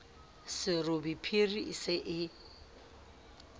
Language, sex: Southern Sotho, female